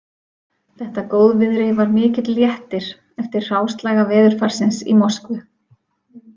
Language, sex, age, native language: Icelandic, female, 40-49, Icelandic